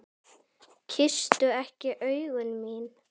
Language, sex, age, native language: Icelandic, female, 10, Icelandic